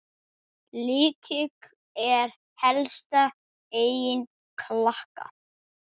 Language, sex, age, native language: Icelandic, male, 9, Icelandic